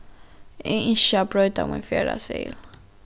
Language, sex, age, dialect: Faroese, female, 15-35, Norðuroyggjar